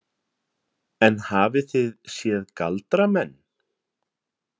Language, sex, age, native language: Icelandic, male, 30-39, Icelandic